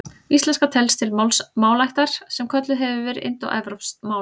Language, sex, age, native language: Icelandic, female, 30-39, Icelandic